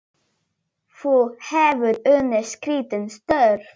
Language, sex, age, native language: Icelandic, female, 9, Polish